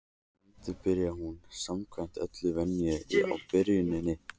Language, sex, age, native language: Icelandic, male, 14, Icelandic